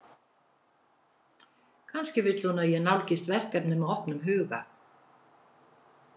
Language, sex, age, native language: Icelandic, female, 70-79, Icelandic